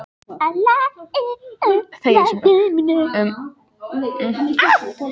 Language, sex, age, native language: Icelandic, female, 20-29, Icelandic